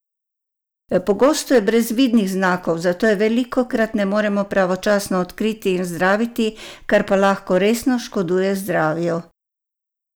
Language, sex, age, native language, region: Slovenian, female, 60+, Croatian, Savinja region